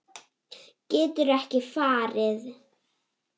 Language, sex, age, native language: Icelandic, female, 7, Icelandic